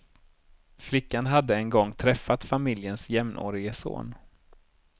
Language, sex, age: Swedish, male, 30